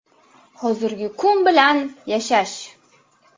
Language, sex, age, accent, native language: Uzbek, female, 25-34, Navoiy, Uzbek